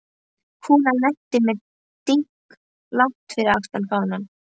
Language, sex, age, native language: Icelandic, female, 11, Icelandic